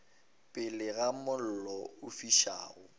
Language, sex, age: Northern Sotho, male, 19